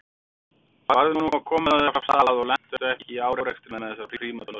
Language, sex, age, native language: Icelandic, male, 40-49, Icelandic